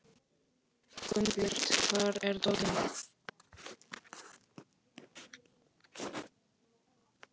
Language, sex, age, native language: Icelandic, male, 11, Polish